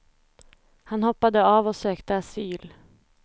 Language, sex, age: Swedish, female, 25